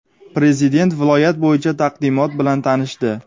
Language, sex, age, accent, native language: Uzbek, male, 19-29, Sirdaryo, Uzbek